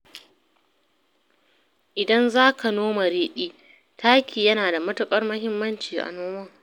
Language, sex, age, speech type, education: Hausa, female, 30-45, read, secondary